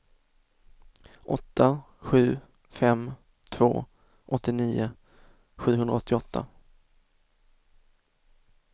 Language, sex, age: Swedish, male, 24